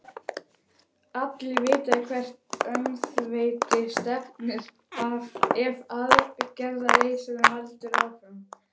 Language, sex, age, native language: Icelandic, female, 11, Icelandic